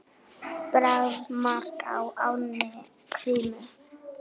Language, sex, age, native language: Icelandic, female, 9, Icelandic